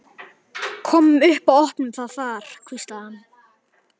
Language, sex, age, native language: Icelandic, male, 11, Icelandic